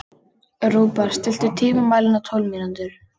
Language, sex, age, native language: Icelandic, other, 18-19, Icelandic